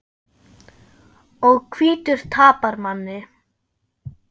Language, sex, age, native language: Icelandic, female, 10, German